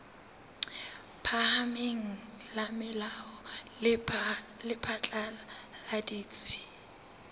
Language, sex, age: Southern Sotho, female, 19